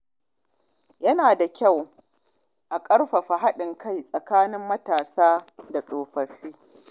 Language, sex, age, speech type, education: Hausa, female, 30-45, spontaneous, tertiary